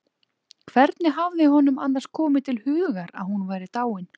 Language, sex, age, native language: Icelandic, female, 20-29, Icelandic